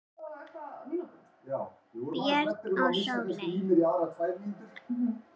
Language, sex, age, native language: Icelandic, female, 7, Icelandic